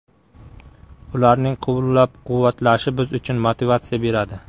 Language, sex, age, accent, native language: Uzbek, male, 25-34, Qashqadaryo, Uzbek